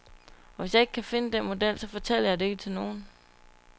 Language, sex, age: Danish, female, 22